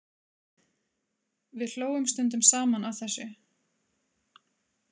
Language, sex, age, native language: Icelandic, female, 30-39, Icelandic